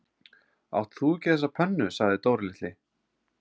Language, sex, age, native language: Icelandic, male, 30-39, Icelandic